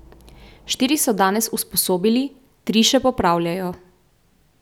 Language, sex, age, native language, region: Slovenian, female, 18-29, Slovenian, Central Slovenia